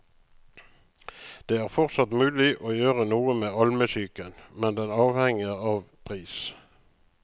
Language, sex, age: Norwegian, male, 35